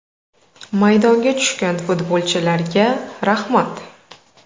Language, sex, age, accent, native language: Uzbek, female, 12-17, Namangan, Uzbek